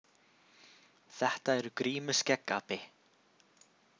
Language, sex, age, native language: Icelandic, male, 20-29, Icelandic